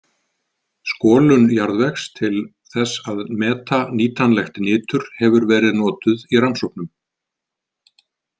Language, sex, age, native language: Icelandic, male, 50-59, Icelandic